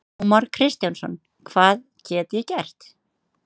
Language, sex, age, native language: Icelandic, female, 30-39, Icelandic